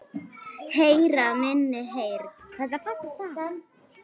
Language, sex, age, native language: Icelandic, female, 9, Icelandic